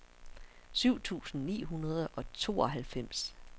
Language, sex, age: Danish, female, 60